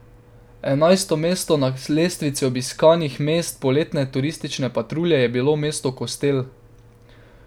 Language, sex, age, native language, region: Slovenian, male, 12-17, Slovenian, Drava region